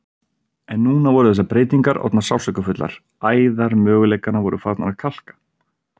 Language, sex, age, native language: Icelandic, male, 30-39, Icelandic